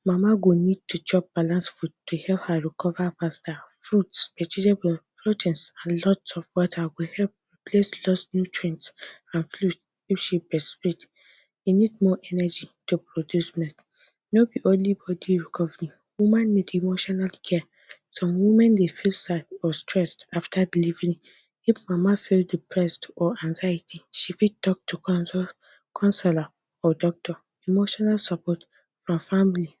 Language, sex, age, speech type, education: Nigerian Pidgin, female, 15-29, spontaneous, tertiary